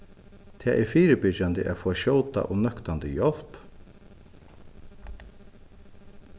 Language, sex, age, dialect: Faroese, male, 36-60, Suðuroy